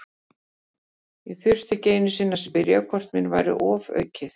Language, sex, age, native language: Icelandic, female, 50-59, Icelandic